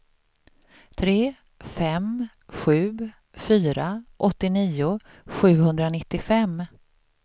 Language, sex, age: Swedish, female, 38